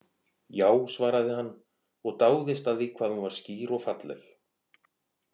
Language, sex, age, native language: Icelandic, male, 40-49, Icelandic